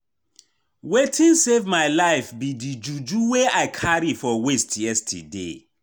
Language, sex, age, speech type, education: Nigerian Pidgin, male, 15-29, spontaneous, tertiary